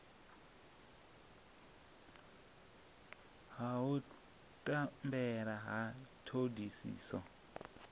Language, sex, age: Venda, male, 27